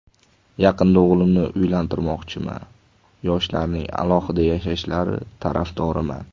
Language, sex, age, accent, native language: Uzbek, male, 18-24, Toshkent shahri, Uzbek